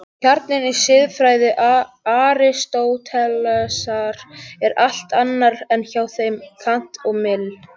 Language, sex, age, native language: Icelandic, male, 18-19, Icelandic